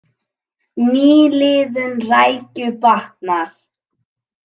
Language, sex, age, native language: Icelandic, female, 18-19, Icelandic